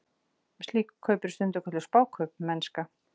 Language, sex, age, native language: Icelandic, female, 40-49, Icelandic